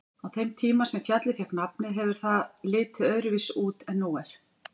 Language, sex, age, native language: Icelandic, female, 40-49, Icelandic